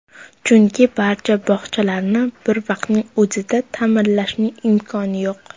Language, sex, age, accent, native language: Uzbek, female, under 19, Surxondaryo, Uzbek